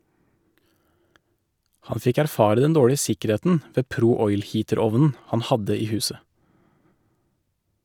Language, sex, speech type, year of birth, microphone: Norwegian, male, read, 1984, Shure